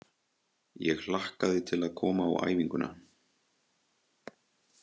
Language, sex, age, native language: Icelandic, male, 20-29, Icelandic